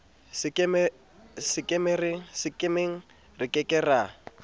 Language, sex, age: Southern Sotho, male, 27